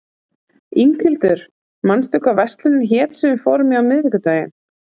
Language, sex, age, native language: Icelandic, female, 40-49, Icelandic